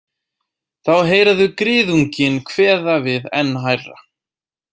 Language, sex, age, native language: Icelandic, male, 18-19, Icelandic